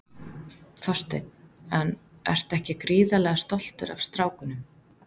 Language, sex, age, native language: Icelandic, female, 30-39, Icelandic